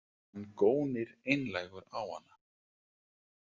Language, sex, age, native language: Icelandic, male, 40-49, Icelandic